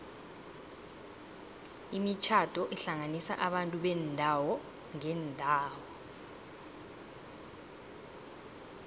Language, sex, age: South Ndebele, female, 18